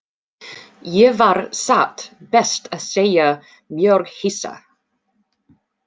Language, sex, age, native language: Icelandic, female, 40-49, English